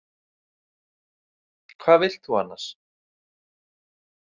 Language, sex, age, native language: Icelandic, male, 30-39, Icelandic